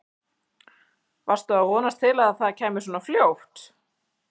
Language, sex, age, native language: Icelandic, female, 30-39, Icelandic